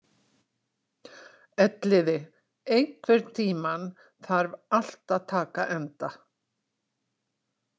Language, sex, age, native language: Icelandic, female, 60-69, Icelandic